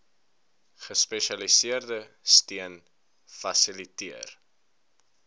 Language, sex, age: Afrikaans, male, 19